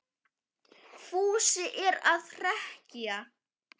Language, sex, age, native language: Icelandic, male, 10, Icelandic